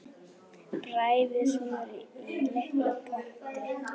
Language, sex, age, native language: Icelandic, female, 9, Icelandic